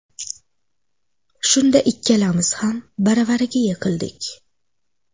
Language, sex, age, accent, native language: Uzbek, female, 18-24, Xorazm, Uzbek